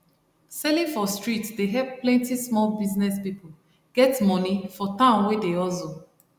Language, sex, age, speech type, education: Nigerian Pidgin, female, 30-45, spontaneous, tertiary